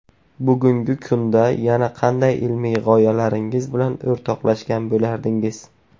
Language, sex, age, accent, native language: Uzbek, male, under 19, Navoiy, Uzbek